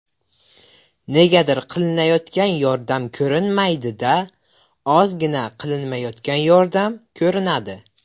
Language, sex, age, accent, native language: Uzbek, male, under 19, Buxoro, Uzbek